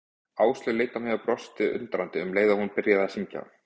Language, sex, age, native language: Icelandic, male, 20-29, Icelandic